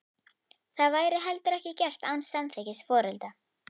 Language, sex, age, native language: Icelandic, female, 11, Icelandic